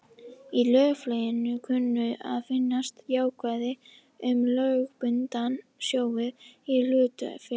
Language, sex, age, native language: Icelandic, female, 50-59, Icelandic